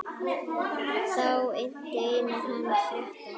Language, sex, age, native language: Icelandic, male, 10, Icelandic